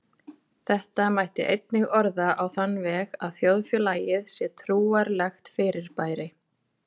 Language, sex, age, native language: Icelandic, female, 30-39, Icelandic